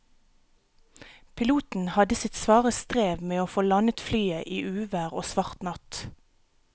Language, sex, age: Norwegian, female, 37